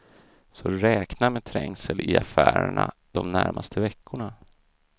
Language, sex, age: Swedish, male, 32